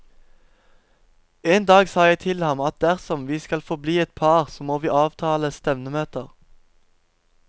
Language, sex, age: Norwegian, male, 17